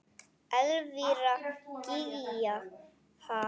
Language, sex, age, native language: Icelandic, male, 8, Icelandic